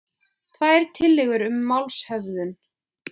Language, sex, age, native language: Icelandic, female, 20-29, Icelandic